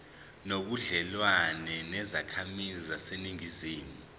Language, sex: Zulu, male